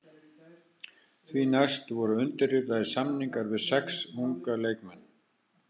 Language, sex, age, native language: Icelandic, male, 60-69, Icelandic